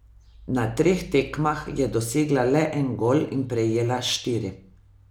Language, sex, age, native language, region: Slovenian, female, 50-59, Slovenian, Savinja region